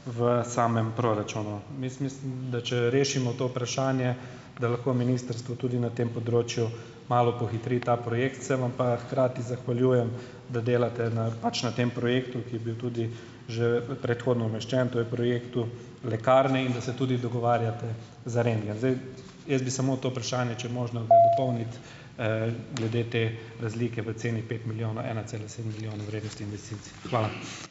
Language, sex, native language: Slovenian, male, Slovenian